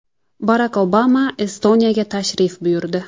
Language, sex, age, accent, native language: Uzbek, female, 19-29, Jizzax, Uzbek